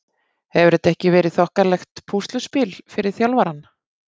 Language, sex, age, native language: Icelandic, female, 50-59, Icelandic